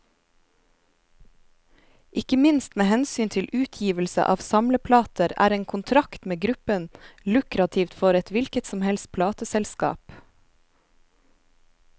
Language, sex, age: Norwegian, female, 27